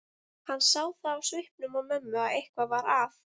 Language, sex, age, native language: Icelandic, female, 20-29, Icelandic